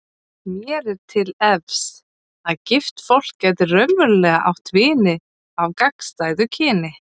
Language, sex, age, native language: Icelandic, female, 30-39, Icelandic